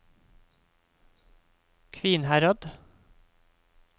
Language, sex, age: Norwegian, male, 28